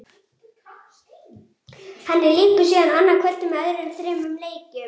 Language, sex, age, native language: Icelandic, female, 40-49, Icelandic